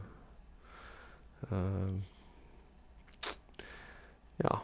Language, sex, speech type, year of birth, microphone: Norwegian, male, spontaneous, 1972, Shure